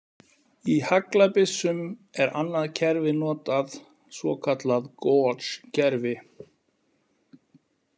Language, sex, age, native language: Icelandic, male, 40-49, Icelandic